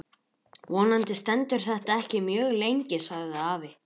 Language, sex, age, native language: Icelandic, male, 11, Icelandic